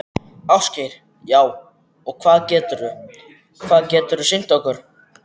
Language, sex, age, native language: Icelandic, male, 14, Icelandic